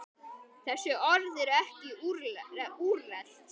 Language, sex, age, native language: Icelandic, male, 10, Icelandic